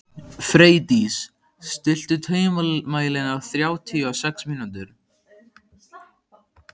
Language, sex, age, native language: Icelandic, male, 15, Icelandic